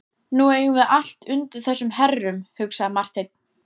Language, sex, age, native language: Icelandic, female, 14, Icelandic